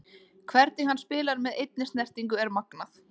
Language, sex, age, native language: Icelandic, female, 20-29, Icelandic